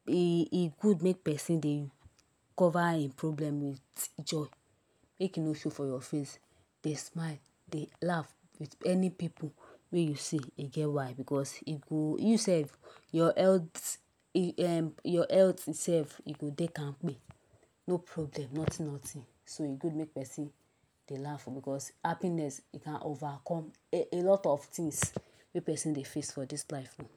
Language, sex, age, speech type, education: Nigerian Pidgin, female, 60+, spontaneous, tertiary